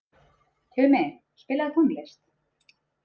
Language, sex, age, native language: Icelandic, female, 30-39, Icelandic